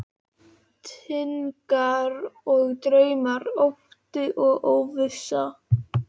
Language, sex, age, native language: Icelandic, female, 12, Icelandic